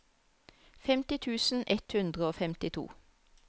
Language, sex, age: Norwegian, female, 34